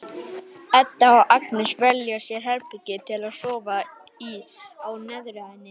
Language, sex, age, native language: Icelandic, male, 18-19, Icelandic